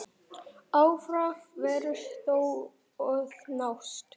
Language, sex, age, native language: Icelandic, male, 9, Icelandic